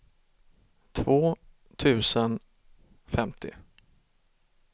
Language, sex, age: Swedish, male, 32